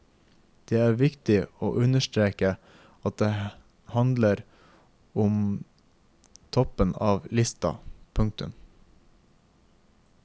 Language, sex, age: Norwegian, male, 24